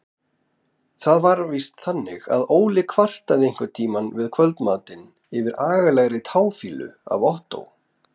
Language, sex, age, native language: Icelandic, female, 30-39, Icelandic